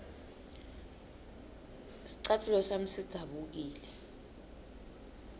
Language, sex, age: Swati, female, 22